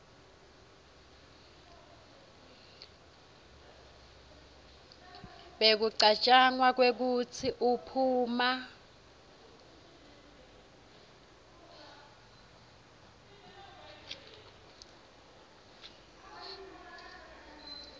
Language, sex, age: Swati, female, 21